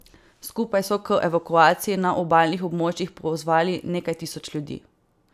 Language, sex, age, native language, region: Slovenian, female, 18-29, Slovenian, Savinja region